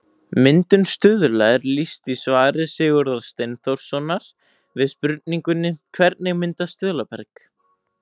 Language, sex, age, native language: Icelandic, male, 18-19, Icelandic